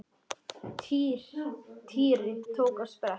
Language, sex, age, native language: Icelandic, male, 10, Icelandic